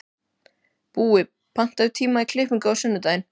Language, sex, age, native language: Icelandic, male, 12, Icelandic